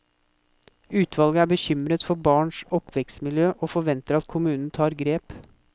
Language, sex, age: Norwegian, male, 24